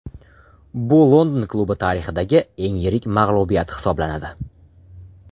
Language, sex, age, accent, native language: Uzbek, male, under 19, Farg'ona, Uzbek